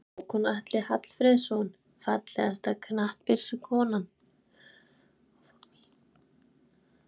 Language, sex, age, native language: Icelandic, female, 20-29, Icelandic